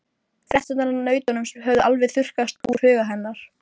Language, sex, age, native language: Icelandic, female, 12, Icelandic